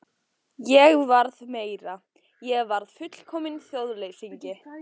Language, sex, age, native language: Icelandic, female, 14, Icelandic